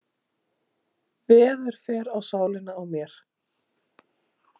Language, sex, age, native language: Icelandic, female, 30-39, Icelandic